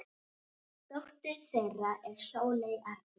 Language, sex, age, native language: Icelandic, female, 9, Icelandic